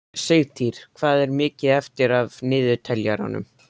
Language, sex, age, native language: Icelandic, male, 13, Icelandic